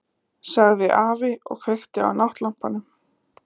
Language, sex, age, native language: Icelandic, female, 20-29, Icelandic